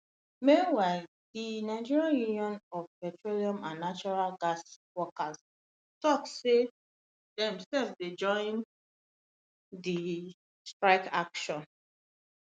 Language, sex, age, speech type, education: Nigerian Pidgin, female, 15-29, spontaneous, tertiary